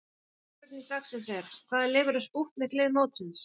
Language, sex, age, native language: Icelandic, female, 40-49, Icelandic